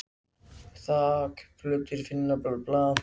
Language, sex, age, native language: Icelandic, other, 60-69, Icelandic